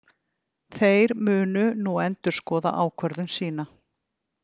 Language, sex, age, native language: Icelandic, female, 50-59, Icelandic